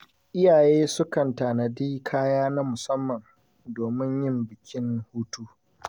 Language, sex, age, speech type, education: Hausa, male, 15-29, spontaneous, secondary